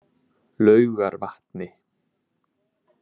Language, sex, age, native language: Icelandic, male, 20-29, Icelandic